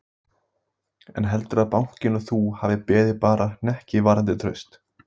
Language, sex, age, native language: Icelandic, male, 18-19, Icelandic